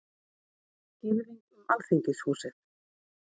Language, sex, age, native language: Icelandic, female, 40-49, Icelandic